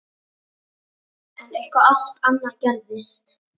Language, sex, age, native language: Icelandic, female, 18-19, Icelandic